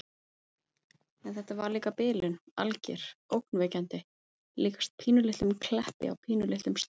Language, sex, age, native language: Icelandic, female, 30-39, Icelandic